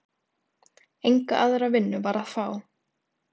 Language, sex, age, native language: Icelandic, female, 18-19, Icelandic